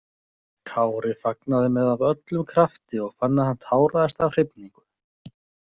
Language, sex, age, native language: Icelandic, male, 20-29, Icelandic